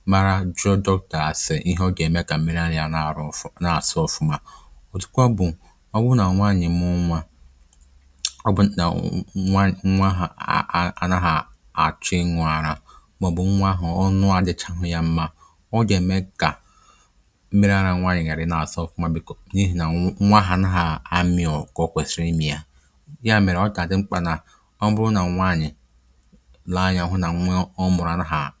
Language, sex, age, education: Igbo, male, 15-29, tertiary